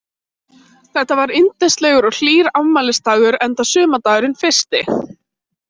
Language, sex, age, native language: Icelandic, female, 18-19, Icelandic